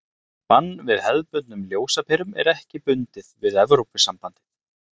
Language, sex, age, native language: Icelandic, male, 30-39, Icelandic